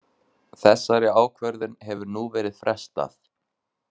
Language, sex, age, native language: Icelandic, male, 20-29, Icelandic